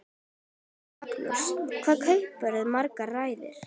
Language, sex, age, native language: Icelandic, female, 10, Icelandic